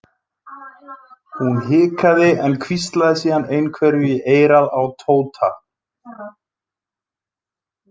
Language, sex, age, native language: Icelandic, male, 20-29, Icelandic